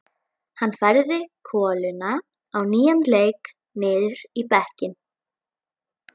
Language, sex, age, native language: Icelandic, female, 11, Icelandic